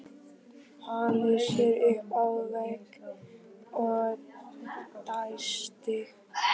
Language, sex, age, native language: Icelandic, male, 11, Icelandic